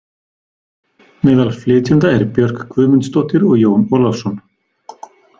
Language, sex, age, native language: Icelandic, male, 40-49, Icelandic